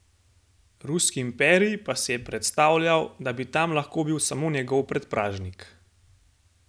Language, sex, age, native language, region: Slovenian, male, 18-29, Slovenian, Gorenjska region